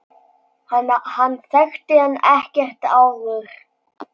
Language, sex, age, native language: Icelandic, male, 10, Icelandic